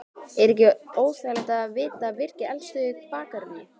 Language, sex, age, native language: Icelandic, male, 12, Icelandic